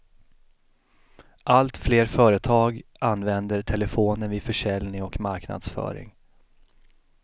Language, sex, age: Swedish, male, 33